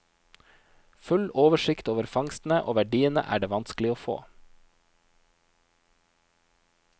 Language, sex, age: Norwegian, male, 29